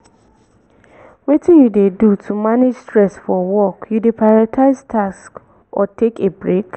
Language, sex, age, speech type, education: Nigerian Pidgin, female, 15-29, spontaneous, tertiary